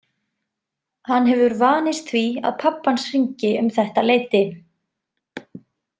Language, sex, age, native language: Icelandic, female, 20-29, Icelandic